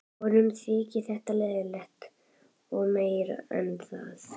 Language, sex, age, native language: Icelandic, female, 11, Icelandic